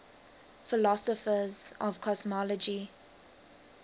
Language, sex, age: English, female, 19